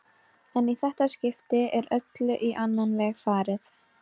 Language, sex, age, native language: Icelandic, female, 12, Icelandic